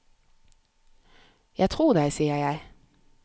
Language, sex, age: Norwegian, female, 30